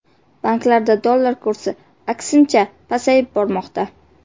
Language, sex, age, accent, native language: Uzbek, female, 18-24, Qashqadaryo, Uzbek